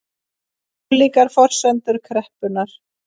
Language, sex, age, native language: Icelandic, female, 30-39, Icelandic